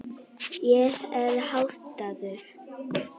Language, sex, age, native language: Icelandic, male, 18-19, Icelandic